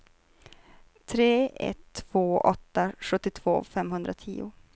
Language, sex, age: Swedish, female, 23